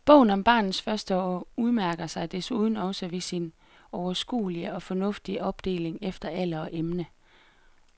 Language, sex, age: Danish, female, 33